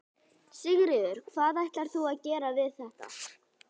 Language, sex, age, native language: Icelandic, other, 11, Icelandic